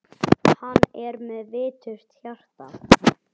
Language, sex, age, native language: Icelandic, male, 9, Icelandic